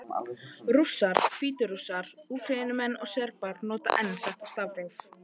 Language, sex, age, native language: Icelandic, female, 18-19, Icelandic